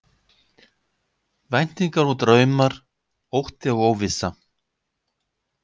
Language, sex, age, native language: Icelandic, male, 50-59, Icelandic